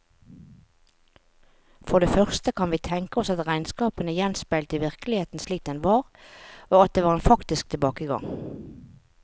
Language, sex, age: Norwegian, female, 45